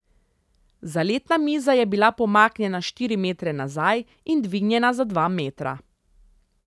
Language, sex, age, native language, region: Slovenian, female, 30-49, Slovenian, Central Slovenia